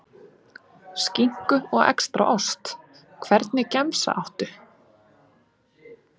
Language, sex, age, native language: Icelandic, female, 20-29, Icelandic